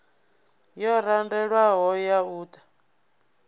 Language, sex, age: Venda, female, 24